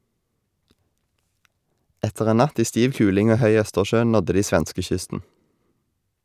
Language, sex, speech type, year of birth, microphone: Norwegian, male, read, 1990, Shure